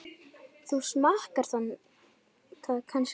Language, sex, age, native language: Icelandic, female, 9, Icelandic